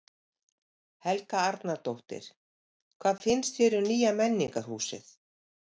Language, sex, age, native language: Icelandic, female, 50-59, Icelandic